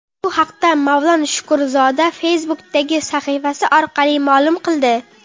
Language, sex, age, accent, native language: Uzbek, female, under 19, Qoraqalpog'iston, Karakalpak